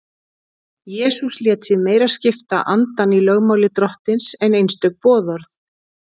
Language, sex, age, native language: Icelandic, female, 40-49, Icelandic